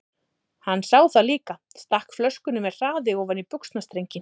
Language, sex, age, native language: Icelandic, female, 30-39, Icelandic